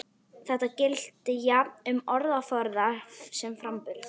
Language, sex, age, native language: Icelandic, female, 11, Icelandic